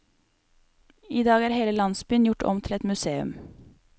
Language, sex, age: Norwegian, female, 28